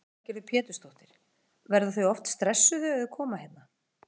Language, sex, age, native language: Icelandic, female, 40-49, Icelandic